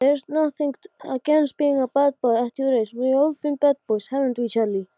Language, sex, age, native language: Icelandic, male, 12, Icelandic